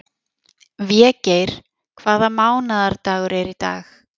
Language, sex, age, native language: Icelandic, female, 40-49, Icelandic